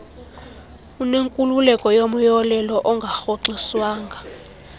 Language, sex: Xhosa, female